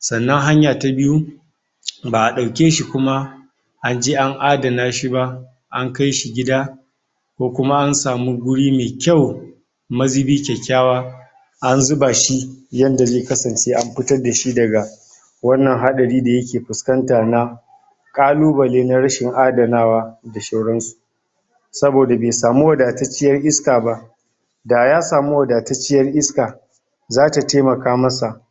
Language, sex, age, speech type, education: Hausa, male, 60+, spontaneous, tertiary